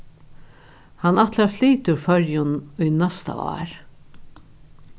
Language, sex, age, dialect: Faroese, female, 61+, Norðuroyggjar